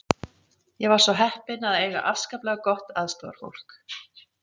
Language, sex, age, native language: Icelandic, female, 40-49, Icelandic